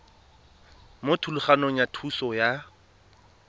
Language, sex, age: Tswana, male, 22